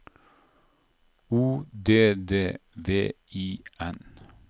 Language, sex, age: Norwegian, male, 47